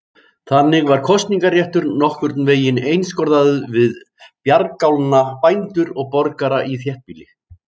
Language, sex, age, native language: Icelandic, male, 18-19, Icelandic